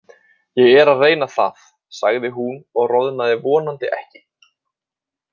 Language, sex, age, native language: Icelandic, male, 20-29, Icelandic